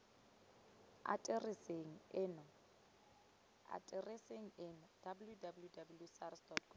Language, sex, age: Tswana, female, 21